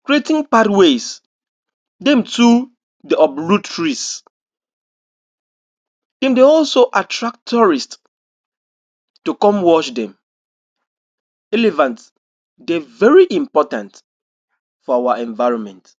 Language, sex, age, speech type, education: Nigerian Pidgin, male, 60+, spontaneous, tertiary